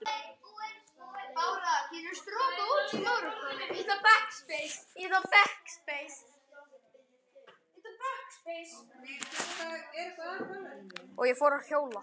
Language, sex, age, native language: Icelandic, male, 9, Icelandic